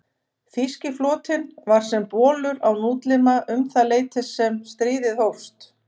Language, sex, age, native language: Icelandic, female, 50-59, Icelandic